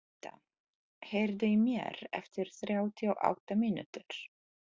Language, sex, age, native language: Icelandic, female, 40-49, Polish